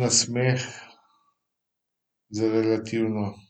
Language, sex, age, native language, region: Slovenian, male, 50-59, Slovenian, Central Slovenia